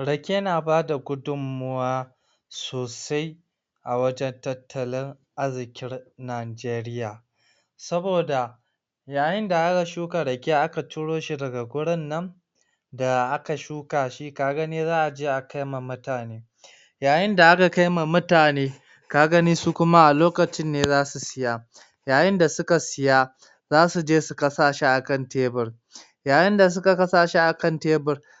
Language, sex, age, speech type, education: Hausa, male, 46-60, spontaneous, tertiary